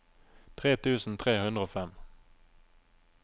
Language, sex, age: Norwegian, male, 27